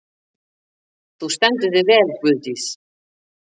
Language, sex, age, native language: Icelandic, female, 40-49, Icelandic